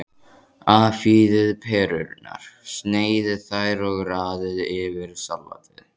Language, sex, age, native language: Icelandic, male, 14, Icelandic